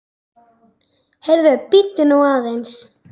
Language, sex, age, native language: Icelandic, female, 10, Icelandic